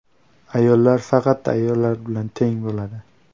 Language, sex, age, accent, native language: Uzbek, male, 18-24, Toshkent viloyati, Uzbek